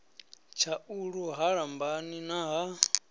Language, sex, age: Venda, male, 34